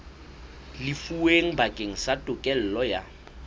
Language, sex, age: Southern Sotho, male, 21